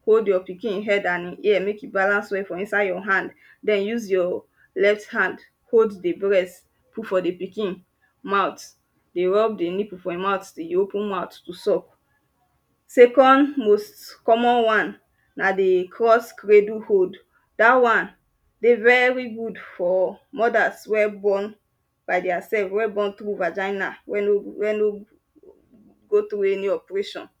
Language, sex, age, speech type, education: Nigerian Pidgin, female, 15-29, spontaneous, tertiary